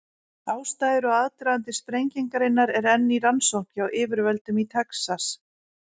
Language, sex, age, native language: Icelandic, female, 40-49, Icelandic